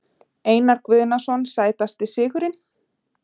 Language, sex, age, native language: Icelandic, female, 20-29, Icelandic